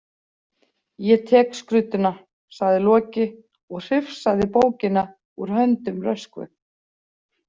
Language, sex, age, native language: Icelandic, female, 40-49, Icelandic